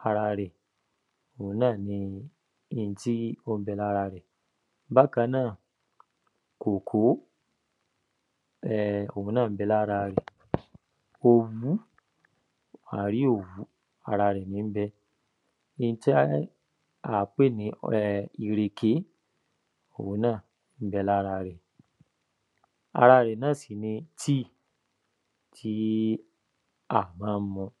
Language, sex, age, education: Yoruba, male, 15-29, tertiary